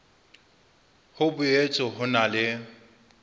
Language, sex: Southern Sotho, male